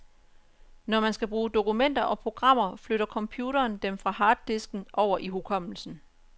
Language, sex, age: Danish, female, 34